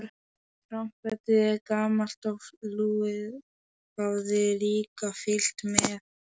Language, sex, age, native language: Icelandic, male, 11, Polish